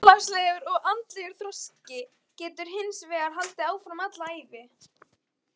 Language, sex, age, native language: Icelandic, female, 18-19, Icelandic